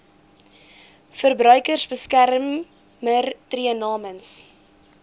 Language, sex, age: Afrikaans, female, 18